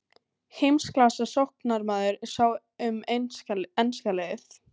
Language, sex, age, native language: Icelandic, female, 18-19, Icelandic